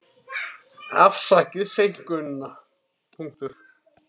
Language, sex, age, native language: Icelandic, male, 30-39, Icelandic